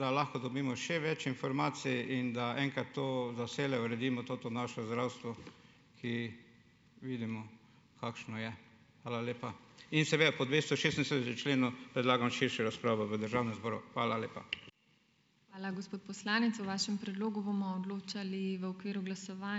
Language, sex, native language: Slovenian, male, Slovenian